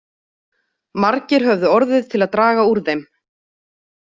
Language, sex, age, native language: Icelandic, female, 30-39, Icelandic